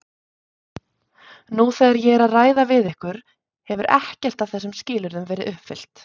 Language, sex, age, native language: Icelandic, female, 30-39, Icelandic